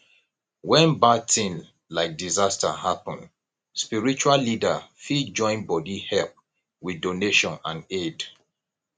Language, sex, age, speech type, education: Nigerian Pidgin, male, 30-45, spontaneous, tertiary